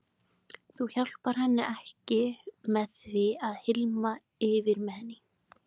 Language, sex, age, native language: Icelandic, female, 20-29, Icelandic